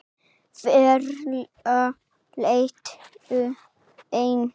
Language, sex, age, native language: Icelandic, female, 8, Icelandic